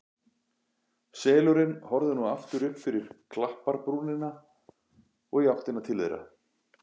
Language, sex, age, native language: Icelandic, male, 40-49, Icelandic